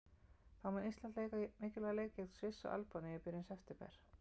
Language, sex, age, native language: Icelandic, female, 50-59, Icelandic